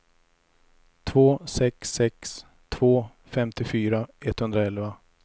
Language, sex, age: Swedish, male, 34